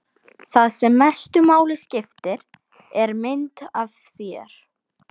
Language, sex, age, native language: Icelandic, female, 12, Icelandic